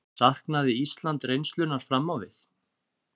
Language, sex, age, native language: Icelandic, male, 30-39, Icelandic